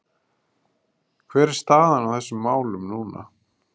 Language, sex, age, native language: Icelandic, male, 30-39, Icelandic